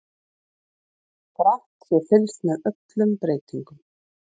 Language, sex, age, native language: Icelandic, female, 40-49, Icelandic